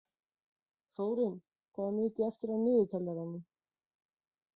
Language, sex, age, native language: Icelandic, female, 40-49, Icelandic